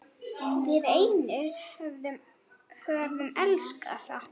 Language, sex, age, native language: Icelandic, female, 9, Icelandic